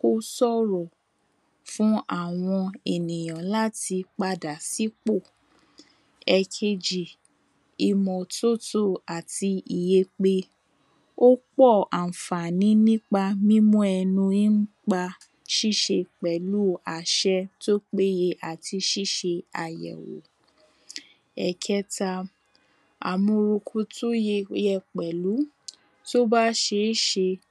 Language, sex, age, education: Yoruba, female, 15-29, tertiary